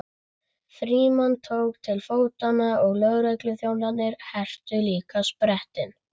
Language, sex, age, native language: Icelandic, male, 11, Icelandic